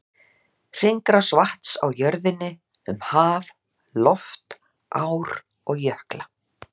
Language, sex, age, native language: Icelandic, female, 60-69, Icelandic